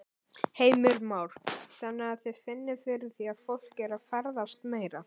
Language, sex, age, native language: Icelandic, male, 18-19, Icelandic